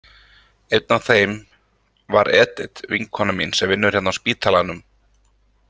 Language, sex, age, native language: Icelandic, male, 30-39, Icelandic